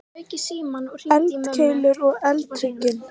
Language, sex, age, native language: Icelandic, female, 18-19, Icelandic